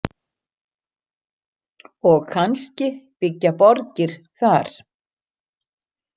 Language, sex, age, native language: Icelandic, female, 60-69, Icelandic